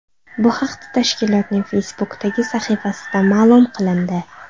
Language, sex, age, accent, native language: Uzbek, female, 12-17, Sirdaryo, Uzbek